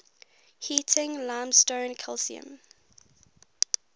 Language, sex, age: English, female, 19